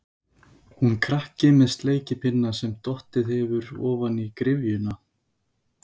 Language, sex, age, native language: Icelandic, male, 20-29, Icelandic